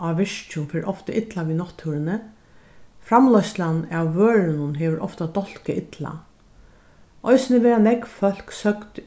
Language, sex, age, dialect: Faroese, female, 61+, Norðurstreymoy/Eysturoy